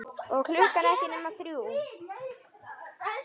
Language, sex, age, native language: Icelandic, male, 9, Icelandic